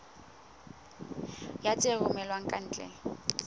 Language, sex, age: Southern Sotho, female, 19